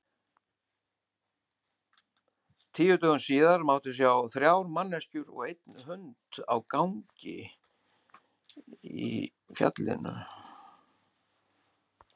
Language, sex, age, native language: Icelandic, male, 70-79, Icelandic